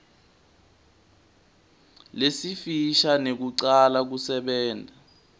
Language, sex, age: Swati, male, 20